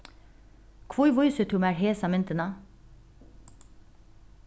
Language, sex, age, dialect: Faroese, female, 36-60, Norðuroyggjar